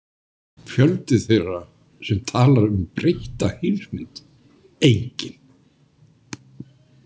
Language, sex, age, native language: Icelandic, male, 60-69, Icelandic